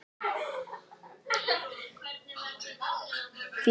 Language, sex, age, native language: Icelandic, female, 12, Icelandic